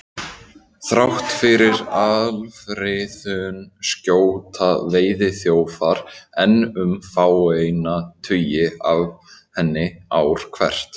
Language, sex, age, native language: Icelandic, male, 18-19, Icelandic